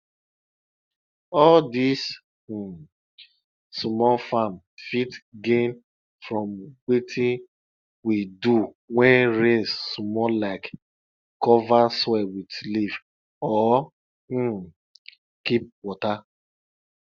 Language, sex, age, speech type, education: Nigerian Pidgin, male, 30-45, spontaneous, tertiary